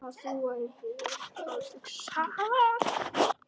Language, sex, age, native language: Icelandic, male, 10, Icelandic